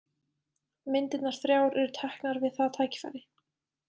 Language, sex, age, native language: Icelandic, female, 20-29, Icelandic